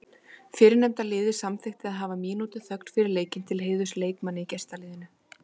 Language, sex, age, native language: Icelandic, female, 20-29, Icelandic